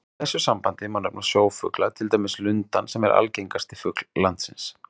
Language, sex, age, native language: Icelandic, male, 30-39, Icelandic